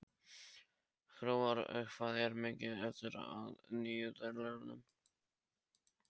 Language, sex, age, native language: Icelandic, male, 13, Polish